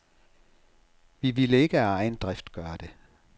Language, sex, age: Danish, male, 67